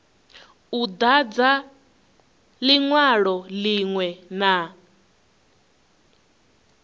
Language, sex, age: Venda, female, 21